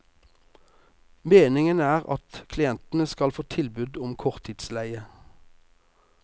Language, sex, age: Norwegian, male, 48